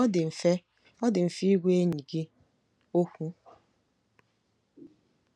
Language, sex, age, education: Igbo, female, 15-29, tertiary